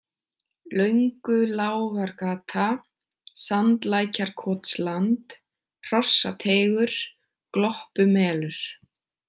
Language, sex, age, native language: Icelandic, female, 20-29, Icelandic